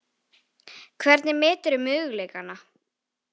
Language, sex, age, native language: Icelandic, female, 18-19, Icelandic